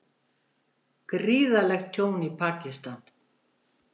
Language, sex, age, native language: Icelandic, female, 70-79, Icelandic